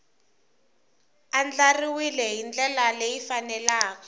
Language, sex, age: Tsonga, female, 19